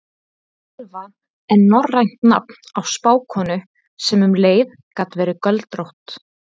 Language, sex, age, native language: Icelandic, female, 30-39, Icelandic